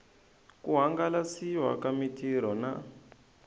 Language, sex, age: Tsonga, male, 20